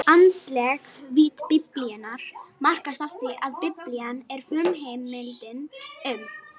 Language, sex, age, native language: Icelandic, female, 18-19, Icelandic